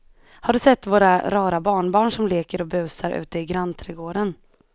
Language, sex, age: Swedish, female, 21